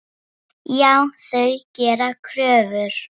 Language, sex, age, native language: Icelandic, female, 7, Icelandic